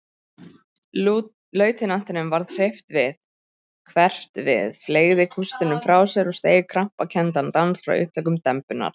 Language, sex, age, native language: Icelandic, female, 30-39, Icelandic